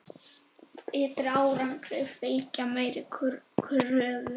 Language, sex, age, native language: Icelandic, male, 8, Icelandic